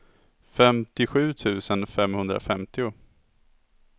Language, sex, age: Swedish, male, 27